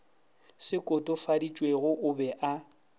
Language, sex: Northern Sotho, male